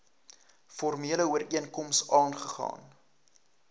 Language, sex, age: Afrikaans, male, 19